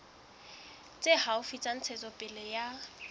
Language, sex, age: Southern Sotho, female, 21